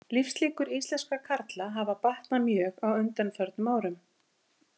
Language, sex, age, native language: Icelandic, female, 50-59, Icelandic